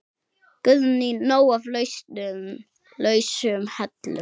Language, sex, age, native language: Icelandic, male, 8, Icelandic